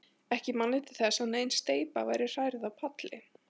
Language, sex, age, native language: Icelandic, male, 40-49, Icelandic